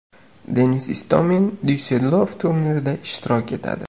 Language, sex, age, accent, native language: Uzbek, male, 18-24, Qashqadaryo, Uzbek